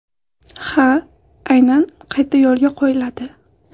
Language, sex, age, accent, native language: Uzbek, female, under 19, Sirdaryo, Uzbek